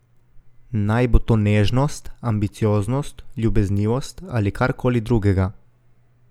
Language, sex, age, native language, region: Slovenian, male, 18-29, Slovenian, Coastal Karst region